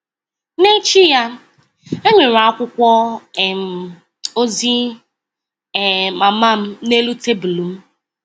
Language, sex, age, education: Igbo, female, 15-29, tertiary